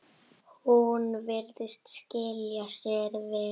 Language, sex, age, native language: Icelandic, female, 8, Icelandic